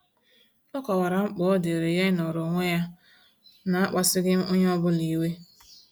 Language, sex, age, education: Igbo, female, 15-29, tertiary